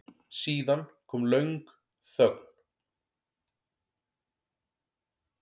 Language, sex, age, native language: Icelandic, male, 40-49, Icelandic